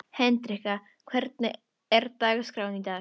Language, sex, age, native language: Icelandic, female, 12, Icelandic